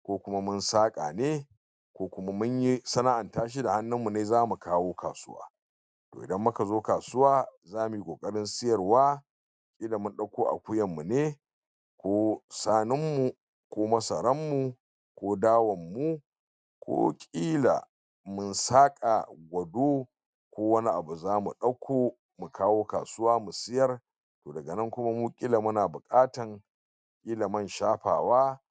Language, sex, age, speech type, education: Hausa, male, 46-60, spontaneous, tertiary